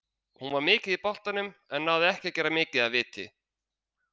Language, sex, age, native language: Icelandic, male, 30-39, Icelandic